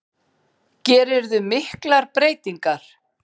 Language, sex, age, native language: Icelandic, female, 50-59, Icelandic